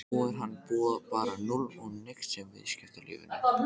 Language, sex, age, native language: Icelandic, male, 14, Icelandic